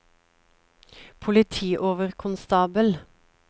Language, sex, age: Norwegian, female, 36